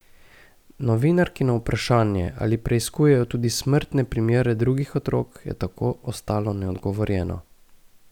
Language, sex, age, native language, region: Slovenian, male, 18-29, Slovenian, Gorica region